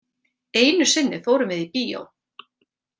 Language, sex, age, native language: Icelandic, female, 40-49, Icelandic